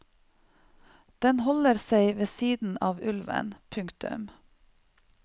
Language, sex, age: Norwegian, female, 45